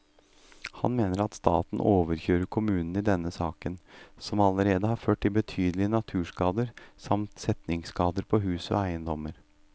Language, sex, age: Norwegian, male, 38